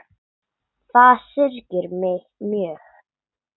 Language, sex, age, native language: Icelandic, male, 9, English